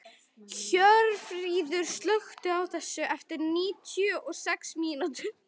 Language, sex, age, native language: Icelandic, female, 11, Icelandic